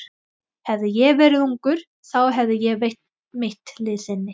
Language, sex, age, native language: Icelandic, female, 20-29, Thai